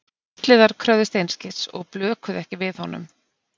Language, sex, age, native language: Icelandic, female, 50-59, Icelandic